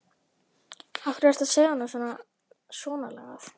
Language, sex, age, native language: Icelandic, male, 11, Icelandic